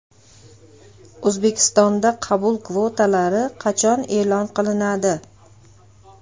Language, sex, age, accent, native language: Uzbek, female, 35+, Andijon, Uzbek